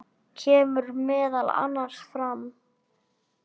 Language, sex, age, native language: Icelandic, male, 9, Icelandic